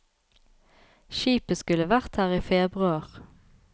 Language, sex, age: Norwegian, female, 33